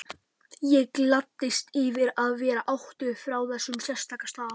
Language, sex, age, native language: Icelandic, male, 11, Polish